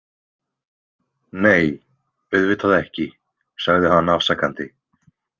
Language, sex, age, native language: Icelandic, male, 20-29, Icelandic